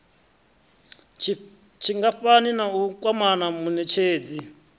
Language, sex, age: Venda, male, 33